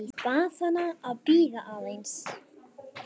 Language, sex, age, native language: Icelandic, female, 10, Icelandic